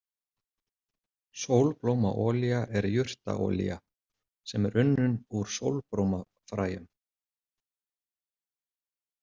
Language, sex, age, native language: Icelandic, male, 40-49, Icelandic